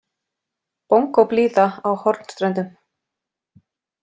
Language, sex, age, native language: Icelandic, female, 40-49, Icelandic